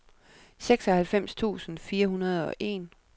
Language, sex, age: Danish, female, 37